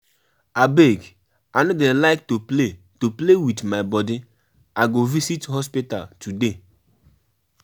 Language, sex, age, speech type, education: Nigerian Pidgin, male, 15-29, spontaneous, tertiary